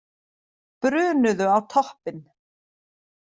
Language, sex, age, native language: Icelandic, female, 40-49, Icelandic